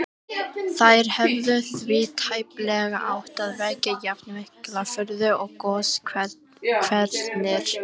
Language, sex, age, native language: Icelandic, female, 18-19, Icelandic